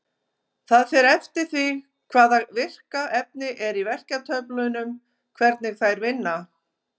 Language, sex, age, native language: Icelandic, female, 50-59, Icelandic